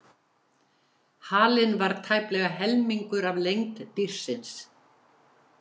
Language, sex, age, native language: Icelandic, female, 70-79, Icelandic